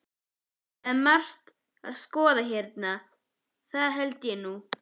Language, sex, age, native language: Icelandic, male, 11, Icelandic